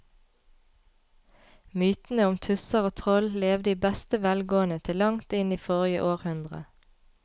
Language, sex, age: Norwegian, female, 33